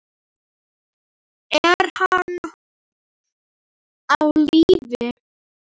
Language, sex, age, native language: Icelandic, female, 7, Icelandic